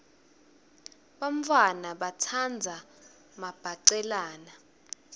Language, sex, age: Swati, female, 22